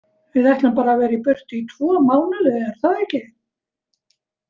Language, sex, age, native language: Icelandic, female, 70-79, Icelandic